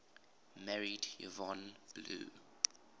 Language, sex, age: English, male, 20